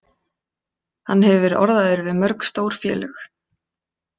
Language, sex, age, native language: Icelandic, female, 30-39, Icelandic